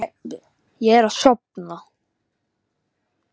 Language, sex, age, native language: Icelandic, male, 10, Icelandic